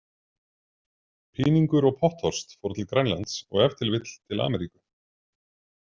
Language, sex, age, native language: Icelandic, male, 30-39, Icelandic